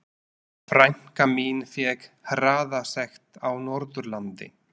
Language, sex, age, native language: Icelandic, male, 40-49, Slovak